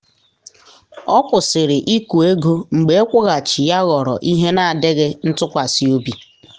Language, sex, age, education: Igbo, female, 15-29, tertiary